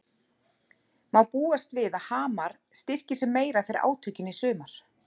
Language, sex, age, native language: Icelandic, female, 40-49, Icelandic